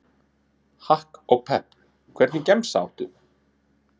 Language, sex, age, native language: Icelandic, male, 30-39, Icelandic